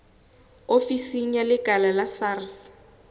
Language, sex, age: Southern Sotho, female, 18